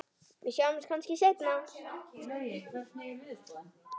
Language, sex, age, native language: Icelandic, male, 9, Icelandic